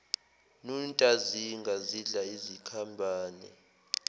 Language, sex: Zulu, male